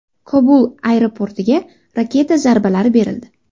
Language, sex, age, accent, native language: Uzbek, female, under 19, Andijon, Uzbek